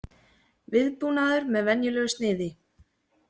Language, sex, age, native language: Icelandic, female, 20-29, Icelandic